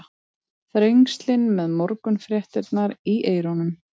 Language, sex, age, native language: Icelandic, female, 30-39, Icelandic